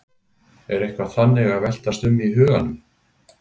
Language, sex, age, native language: Icelandic, male, 60-69, Icelandic